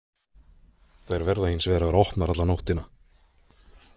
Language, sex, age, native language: Icelandic, male, 20-29, Icelandic